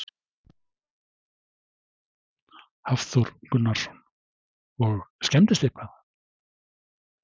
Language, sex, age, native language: Icelandic, male, 60-69, Icelandic